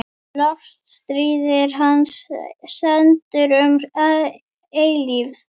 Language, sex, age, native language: Icelandic, female, 9, Icelandic